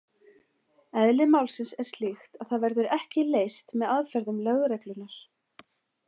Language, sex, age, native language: Icelandic, female, 40-49, Icelandic